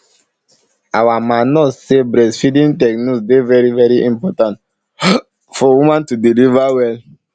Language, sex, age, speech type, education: Nigerian Pidgin, male, 15-29, spontaneous, tertiary